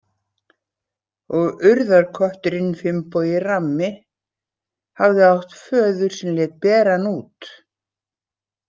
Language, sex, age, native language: Icelandic, female, 60-69, Icelandic